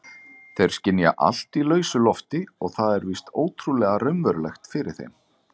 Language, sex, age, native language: Icelandic, male, 40-49, Icelandic